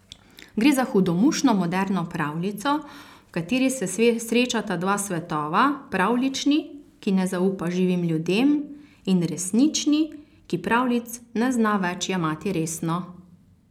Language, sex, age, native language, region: Slovenian, female, 30-49, Slovenian, Carinthia region